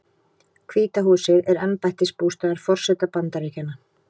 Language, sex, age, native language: Icelandic, female, 30-39, Icelandic